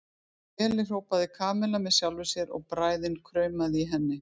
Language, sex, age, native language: Icelandic, female, 50-59, Icelandic